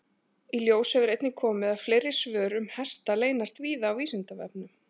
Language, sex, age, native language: Icelandic, male, 40-49, Icelandic